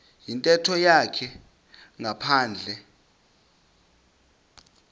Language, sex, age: Xhosa, male, 26